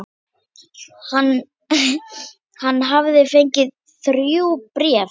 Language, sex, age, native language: Icelandic, female, 10, Icelandic